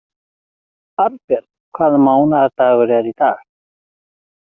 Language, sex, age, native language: Icelandic, male, 40-49, Icelandic